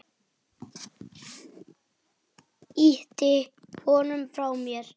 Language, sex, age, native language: Icelandic, female, 8, Icelandic